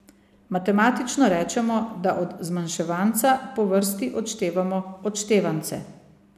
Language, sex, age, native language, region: Slovenian, female, 50-59, Slovenian, Savinja region